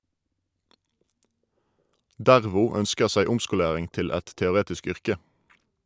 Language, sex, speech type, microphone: Norwegian, male, read, Shure